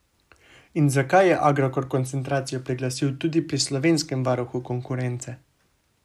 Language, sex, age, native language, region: Slovenian, male, 18-29, Slovenian, Savinja region